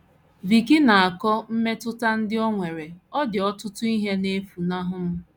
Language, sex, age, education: Igbo, female, 30-45, tertiary